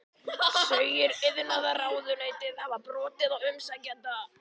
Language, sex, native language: Icelandic, male, Icelandic